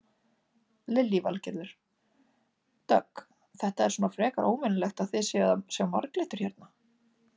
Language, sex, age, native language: Icelandic, female, 30-39, Icelandic